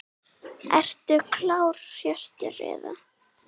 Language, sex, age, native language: Icelandic, female, 9, Icelandic